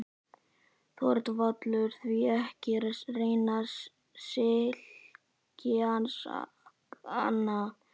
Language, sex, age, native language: Icelandic, male, 11, Icelandic